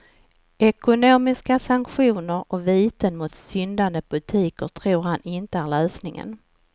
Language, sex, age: Swedish, female, 49